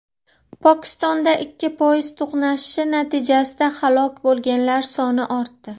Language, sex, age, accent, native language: Uzbek, female, 30-39, Farg'ona, Uzbek